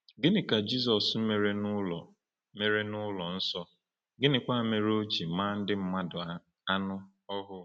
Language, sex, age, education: Igbo, male, 15-29, tertiary